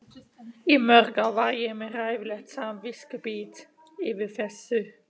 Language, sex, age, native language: Icelandic, male, 18-19, German